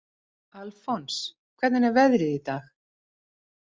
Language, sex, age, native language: Icelandic, female, 50-59, Icelandic